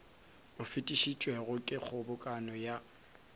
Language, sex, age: Northern Sotho, male, 23